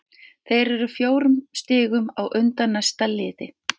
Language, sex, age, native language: Icelandic, female, 50-59, Icelandic